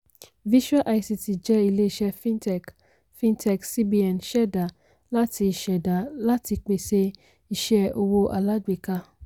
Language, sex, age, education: Yoruba, female, 15-29, tertiary